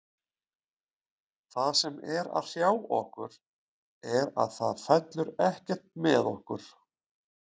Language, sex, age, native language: Icelandic, male, 40-49, Icelandic